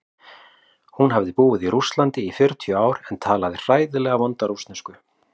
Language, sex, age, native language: Icelandic, male, 40-49, Icelandic